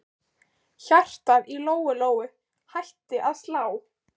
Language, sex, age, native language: Icelandic, female, 15, Icelandic